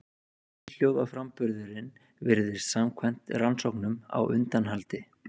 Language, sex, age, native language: Icelandic, male, 30-39, Icelandic